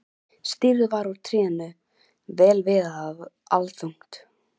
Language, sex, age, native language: Icelandic, female, 11, Icelandic